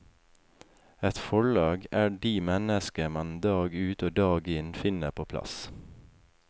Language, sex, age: Norwegian, male, 28